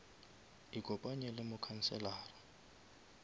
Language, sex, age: Northern Sotho, male, 23